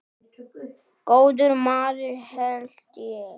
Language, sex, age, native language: Icelandic, male, 9, Icelandic